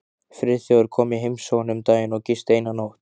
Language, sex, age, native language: Icelandic, male, 15, Icelandic